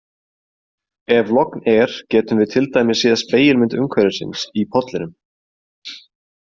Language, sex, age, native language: Icelandic, male, 20-29, Icelandic